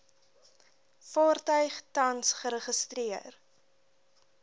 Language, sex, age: Afrikaans, female, 20